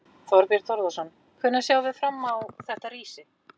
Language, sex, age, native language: Icelandic, female, 40-49, Icelandic